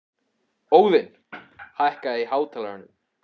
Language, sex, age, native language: Icelandic, male, 14, Icelandic